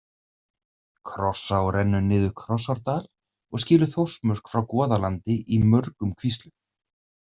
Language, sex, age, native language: Icelandic, male, 30-39, Icelandic